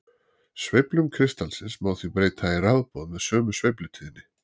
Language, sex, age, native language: Icelandic, male, 40-49, Icelandic